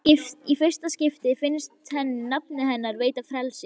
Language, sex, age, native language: Icelandic, female, 11, Icelandic